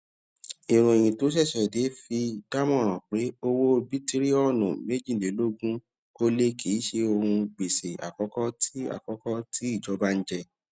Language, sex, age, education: Yoruba, male, 30-45, tertiary